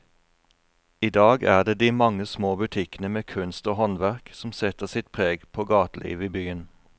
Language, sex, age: Norwegian, male, 41